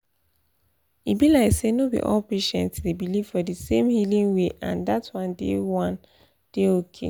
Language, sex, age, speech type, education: Nigerian Pidgin, female, 15-29, spontaneous, tertiary